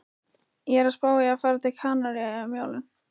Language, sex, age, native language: Icelandic, female, 20-29, Icelandic